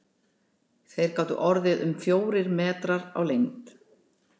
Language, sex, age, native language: Icelandic, female, 60-69, Icelandic